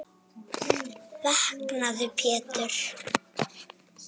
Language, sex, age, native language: Icelandic, female, 7, Icelandic